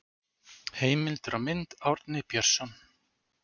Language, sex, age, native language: Icelandic, male, 40-49, Icelandic